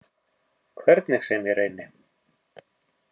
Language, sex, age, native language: Icelandic, male, 50-59, Icelandic